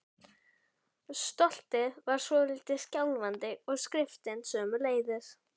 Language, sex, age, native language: Icelandic, female, 11, Icelandic